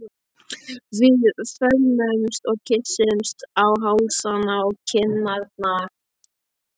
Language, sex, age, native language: Icelandic, male, 13, Icelandic